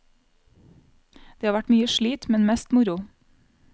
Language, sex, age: Norwegian, female, 35